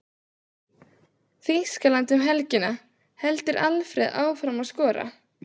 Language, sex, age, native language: Icelandic, female, 16, Icelandic